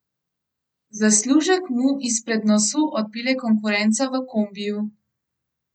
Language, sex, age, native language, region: Slovenian, female, 18-29, Slovenian, Gorenjska region